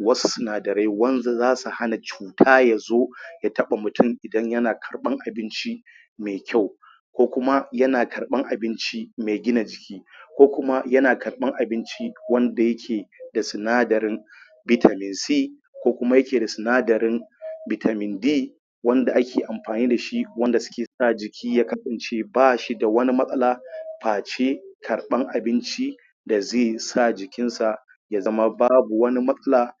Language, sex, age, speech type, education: Hausa, male, 30-45, spontaneous, tertiary